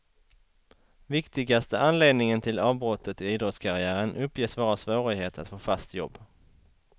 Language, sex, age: Swedish, male, 33